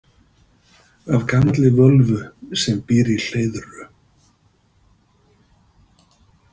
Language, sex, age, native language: Icelandic, male, 50-59, Icelandic